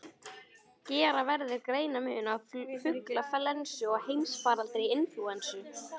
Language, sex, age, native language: Icelandic, female, 18-19, Icelandic